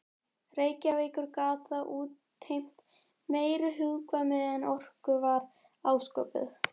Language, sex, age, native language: Icelandic, female, 11, Icelandic